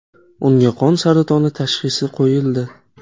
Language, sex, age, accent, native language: Uzbek, male, 18-24, Toshkent shahri, Uzbek